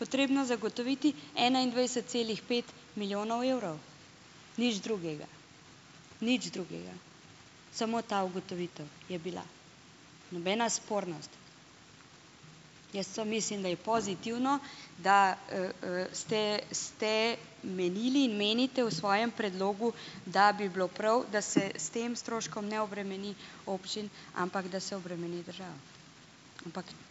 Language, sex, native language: Slovenian, female, Slovenian